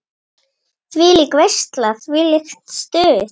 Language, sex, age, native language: Icelandic, female, 9, Icelandic